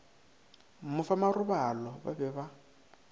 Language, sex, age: Northern Sotho, male, 19